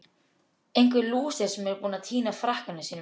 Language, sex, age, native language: Icelandic, male, 12, Icelandic